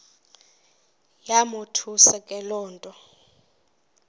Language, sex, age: Xhosa, female, 24